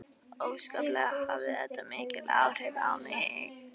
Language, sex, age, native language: Icelandic, female, 11, Icelandic